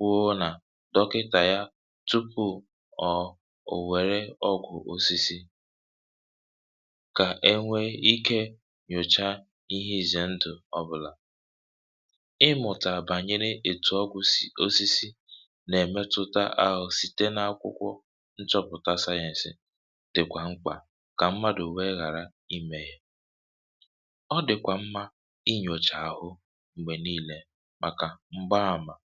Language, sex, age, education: Igbo, male, 30-45, tertiary